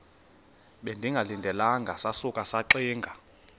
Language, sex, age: Xhosa, male, 21